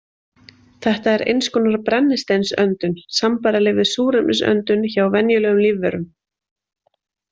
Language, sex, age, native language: Icelandic, female, 20-29, Icelandic